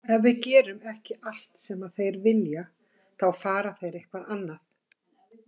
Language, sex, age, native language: Icelandic, female, 50-59, Icelandic